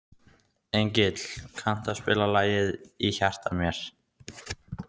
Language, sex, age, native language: Icelandic, male, 15, Icelandic